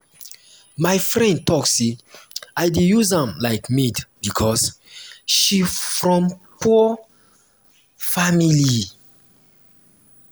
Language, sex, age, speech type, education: Nigerian Pidgin, male, 15-29, spontaneous, tertiary